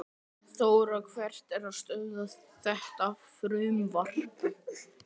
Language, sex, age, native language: Icelandic, male, 11, Icelandic